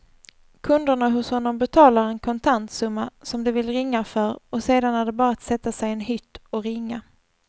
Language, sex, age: Swedish, female, 24